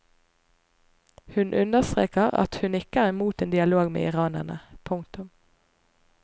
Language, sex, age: Norwegian, female, 25